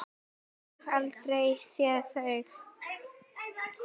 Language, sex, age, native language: Icelandic, female, 10, Icelandic